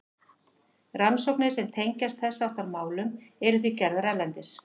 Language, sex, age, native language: Icelandic, female, 50-59, Icelandic